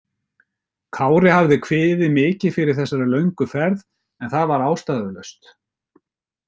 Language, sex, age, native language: Icelandic, male, 50-59, Icelandic